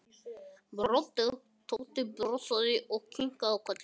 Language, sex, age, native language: Icelandic, male, 13, Icelandic